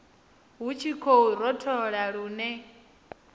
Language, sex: Venda, female